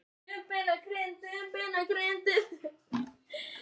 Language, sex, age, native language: Icelandic, female, 13, Icelandic